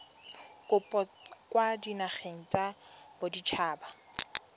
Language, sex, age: Tswana, female, 21